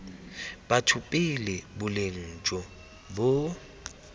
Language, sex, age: Tswana, male, 24